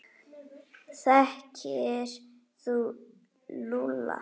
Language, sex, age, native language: Icelandic, female, 8, Icelandic